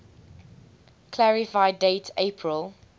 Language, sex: English, female